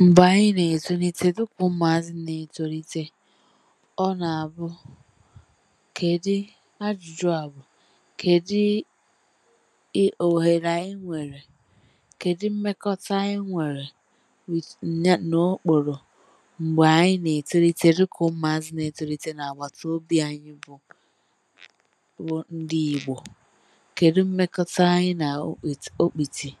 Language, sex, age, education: Igbo, female, 15-29, tertiary